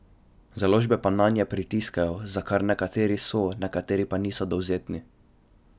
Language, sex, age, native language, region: Slovenian, male, 12-17, Slovenian, Drava region